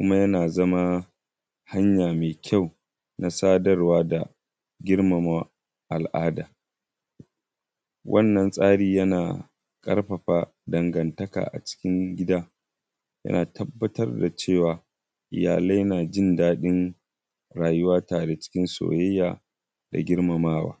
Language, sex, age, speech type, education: Hausa, male, 15-29, spontaneous, primary